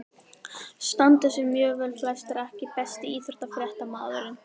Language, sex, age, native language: Icelandic, female, 11, Icelandic